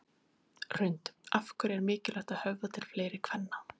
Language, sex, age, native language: Icelandic, female, 30-39, Icelandic